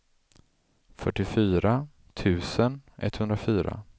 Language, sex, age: Swedish, male, 35